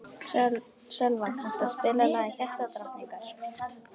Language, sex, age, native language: Icelandic, female, 12, Icelandic